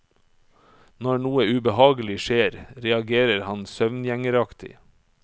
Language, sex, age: Norwegian, male, 44